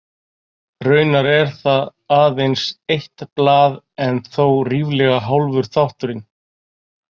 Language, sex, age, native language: Icelandic, male, 40-49, Icelandic